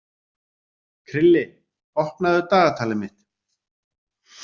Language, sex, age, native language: Icelandic, male, 40-49, Icelandic